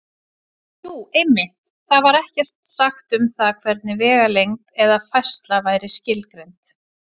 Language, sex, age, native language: Icelandic, female, 40-49, Icelandic